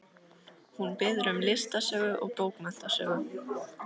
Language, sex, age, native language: Icelandic, female, 13, Icelandic